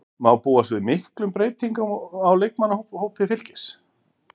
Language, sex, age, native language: Icelandic, male, 50-59, Icelandic